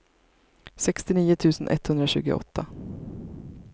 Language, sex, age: Swedish, female, 33